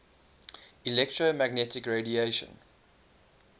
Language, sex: English, male